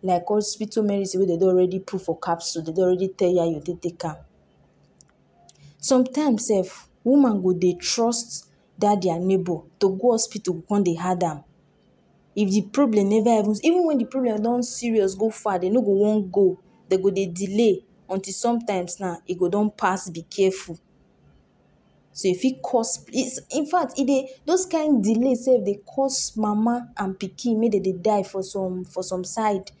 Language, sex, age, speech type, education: Nigerian Pidgin, female, 46-60, spontaneous, tertiary